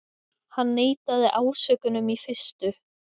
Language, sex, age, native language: Icelandic, female, 20-29, Icelandic